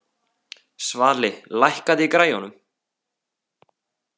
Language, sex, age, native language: Icelandic, male, 18-19, Icelandic